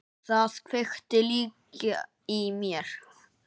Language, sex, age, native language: Icelandic, female, 30-39, Icelandic